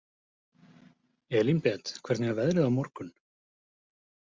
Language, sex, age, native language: Icelandic, male, 40-49, Icelandic